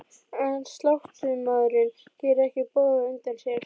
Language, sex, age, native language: Icelandic, female, 12, Icelandic